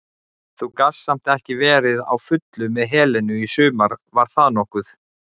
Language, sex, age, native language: Icelandic, male, 40-49, Icelandic